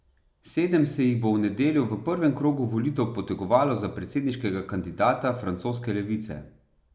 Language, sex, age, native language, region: Slovenian, male, 30-49, Slovenian, Savinja region